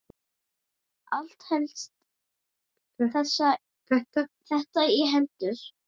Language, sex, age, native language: Icelandic, female, 8, Icelandic